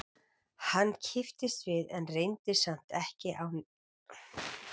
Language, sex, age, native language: Icelandic, female, 40-49, Icelandic